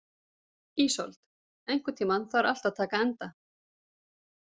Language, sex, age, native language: Icelandic, female, 40-49, Icelandic